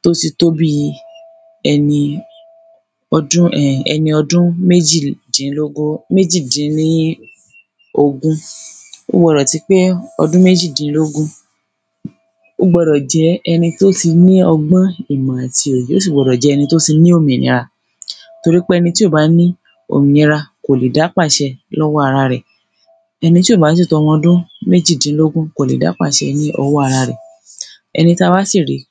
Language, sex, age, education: Yoruba, female, 30-45, secondary